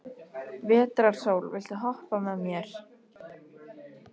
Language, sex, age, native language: Icelandic, female, 13, Icelandic